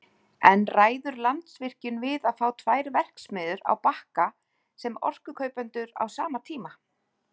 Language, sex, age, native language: Icelandic, female, 40-49, Icelandic